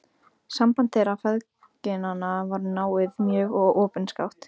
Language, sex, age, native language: Icelandic, female, 15, Icelandic